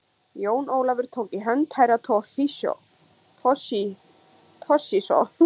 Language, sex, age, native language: Icelandic, female, 20-29, Icelandic